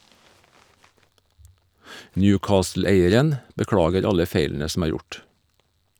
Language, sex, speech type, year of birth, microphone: Norwegian, male, read, 1951, Shure